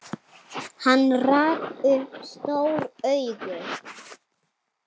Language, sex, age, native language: Icelandic, female, 7, Icelandic